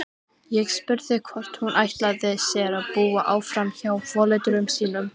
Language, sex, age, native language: Icelandic, female, 18-19, Icelandic